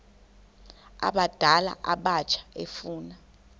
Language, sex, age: Xhosa, female, 21